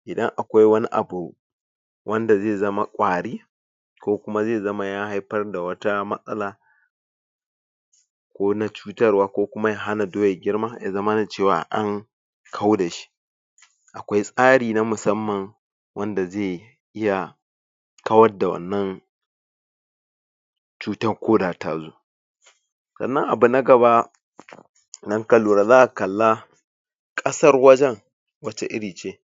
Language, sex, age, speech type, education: Hausa, male, 46-60, spontaneous, tertiary